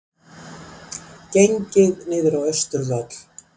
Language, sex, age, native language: Icelandic, female, 70-79, Icelandic